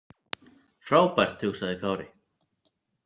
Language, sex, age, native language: Icelandic, male, 40-49, Icelandic